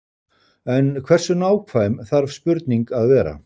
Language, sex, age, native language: Icelandic, male, 60-69, Icelandic